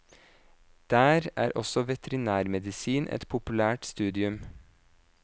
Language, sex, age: Norwegian, male, 26